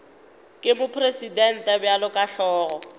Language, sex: Northern Sotho, female